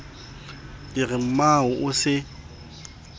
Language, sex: Southern Sotho, male